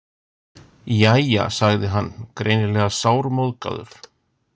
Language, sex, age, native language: Icelandic, male, 60-69, Icelandic